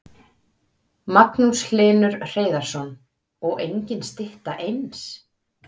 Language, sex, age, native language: Icelandic, female, 30-39, Icelandic